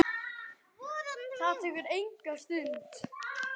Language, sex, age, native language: Icelandic, male, 8, Icelandic